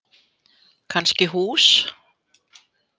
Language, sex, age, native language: Icelandic, female, 50-59, Icelandic